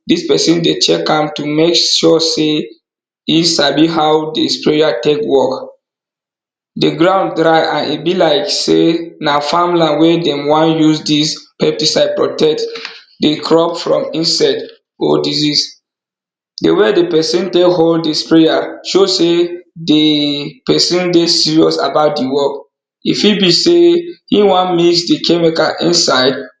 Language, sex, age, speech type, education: Nigerian Pidgin, male, 30-45, spontaneous, tertiary